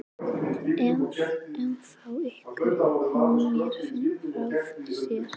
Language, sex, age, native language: Icelandic, female, 11, Icelandic